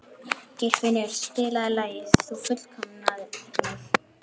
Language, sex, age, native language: Icelandic, male, 11, Icelandic